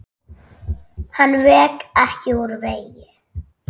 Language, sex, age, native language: Icelandic, female, 10, Icelandic